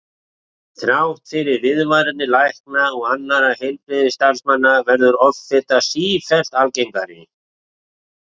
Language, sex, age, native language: Icelandic, male, 40-49, Icelandic